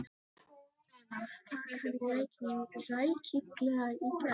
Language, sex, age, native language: Icelandic, female, 13, Icelandic